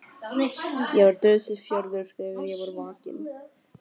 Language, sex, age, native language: Icelandic, male, 12, Icelandic